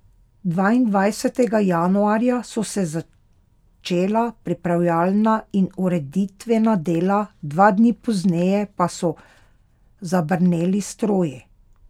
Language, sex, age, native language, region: Slovenian, female, 30-49, Slovenian, Pomurje region